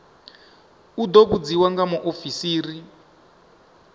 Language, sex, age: Venda, male, 25